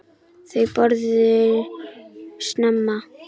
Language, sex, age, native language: Icelandic, female, 10, Icelandic